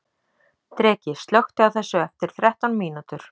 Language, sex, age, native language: Icelandic, female, 30-39, Icelandic